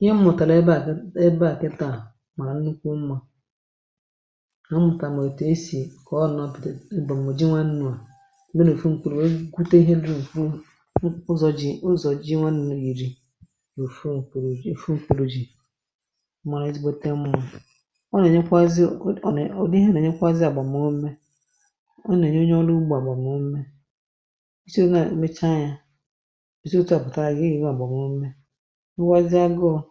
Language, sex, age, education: Igbo, female, 30-45, tertiary